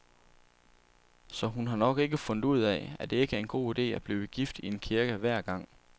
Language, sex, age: Danish, male, 27